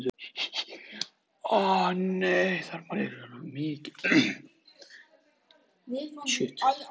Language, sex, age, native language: Icelandic, male, 13, Icelandic